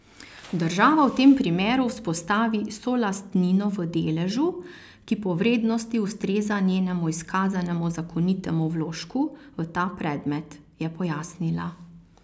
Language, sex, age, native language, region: Slovenian, female, 30-49, Slovenian, Carinthia region